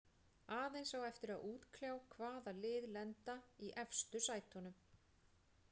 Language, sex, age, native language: Icelandic, female, 40-49, Icelandic